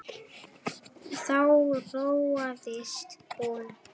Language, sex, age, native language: Icelandic, male, 9, Icelandic